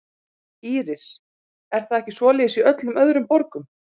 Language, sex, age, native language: Icelandic, female, 40-49, Icelandic